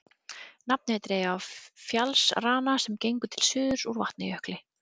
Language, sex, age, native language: Icelandic, female, 30-39, Icelandic